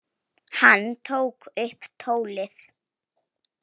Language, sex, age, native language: Icelandic, female, 18-19, Polish